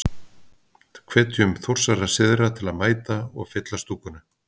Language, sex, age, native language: Icelandic, male, 50-59, Icelandic